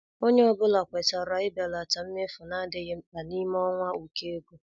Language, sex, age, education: Igbo, female, 30-45, secondary